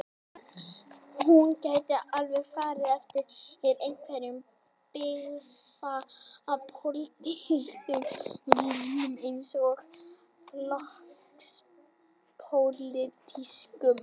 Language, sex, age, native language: Icelandic, female, 30-39, Icelandic